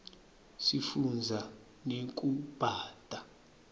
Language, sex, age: Swati, male, 23